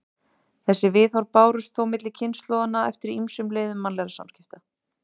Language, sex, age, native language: Icelandic, female, 30-39, Icelandic